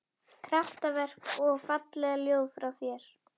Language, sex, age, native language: Icelandic, female, 11, Icelandic